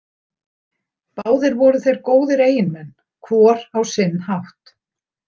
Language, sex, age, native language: Icelandic, female, 60-69, Icelandic